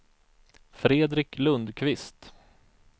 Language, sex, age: Swedish, male, 34